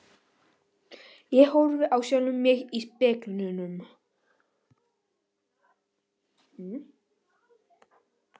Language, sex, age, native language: Icelandic, male, 11, Polish